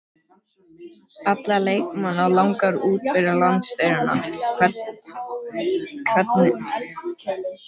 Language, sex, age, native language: Icelandic, male, 12, Icelandic